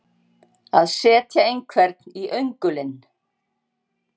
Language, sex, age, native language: Icelandic, female, 60-69, Icelandic